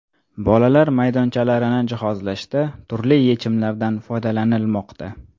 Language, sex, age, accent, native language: Uzbek, male, 18-24, Toshkent shahri, Uzbek